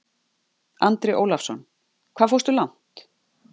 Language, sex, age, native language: Icelandic, female, 50-59, Icelandic